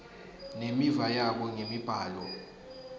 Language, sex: Swati, male